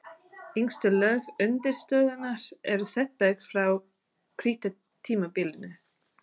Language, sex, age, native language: Icelandic, female, 30-39, English